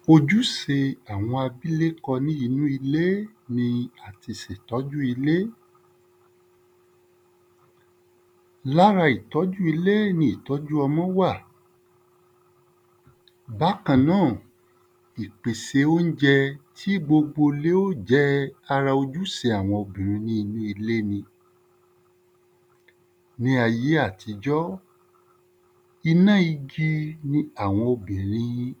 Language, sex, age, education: Yoruba, male, 30-45, tertiary